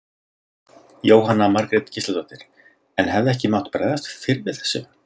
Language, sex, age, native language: Icelandic, male, 30-39, Icelandic